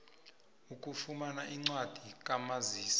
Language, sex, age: South Ndebele, male, 20